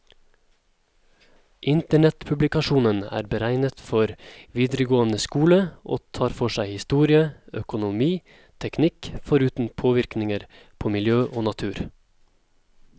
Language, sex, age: Norwegian, male, 27